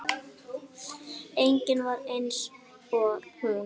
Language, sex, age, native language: Icelandic, female, 8, Icelandic